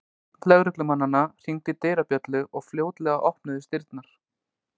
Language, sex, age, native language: Icelandic, male, 20-29, Icelandic